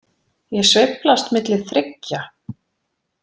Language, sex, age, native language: Icelandic, female, 40-49, Icelandic